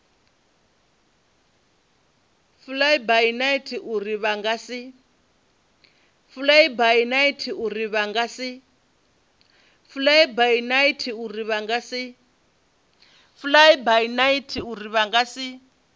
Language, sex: Venda, female